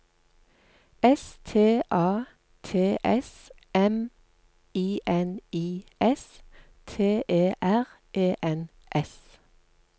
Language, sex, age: Norwegian, female, 48